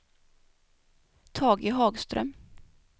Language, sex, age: Swedish, female, 24